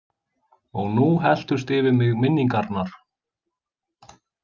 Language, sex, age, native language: Icelandic, male, 20-29, Icelandic